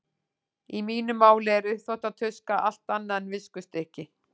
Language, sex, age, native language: Icelandic, female, 40-49, Icelandic